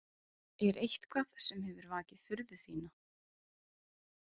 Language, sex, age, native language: Icelandic, female, 20-29, Icelandic